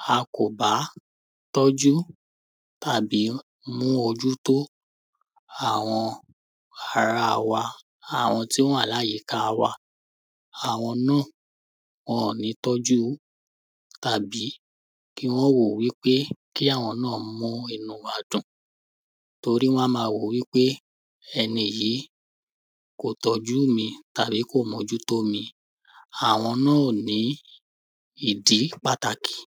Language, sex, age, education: Yoruba, male, 15-29, primary